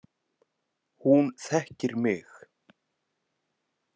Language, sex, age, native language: Icelandic, male, 20-29, Icelandic